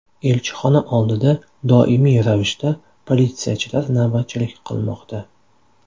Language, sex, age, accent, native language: Uzbek, male, 18-24, Toshkent shahri, Uzbek